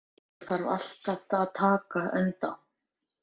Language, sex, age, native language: Icelandic, male, 14, Icelandic